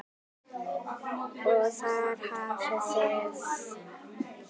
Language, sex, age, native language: Icelandic, female, 9, Icelandic